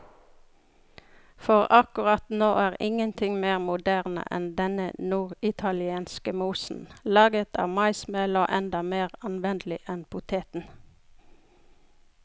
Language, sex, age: Norwegian, female, 42